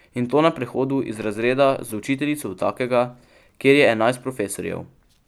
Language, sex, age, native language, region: Slovenian, male, 12-17, Slovenian, Pomurje region